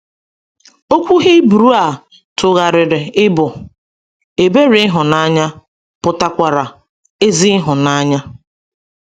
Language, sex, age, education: Igbo, female, 30-45, secondary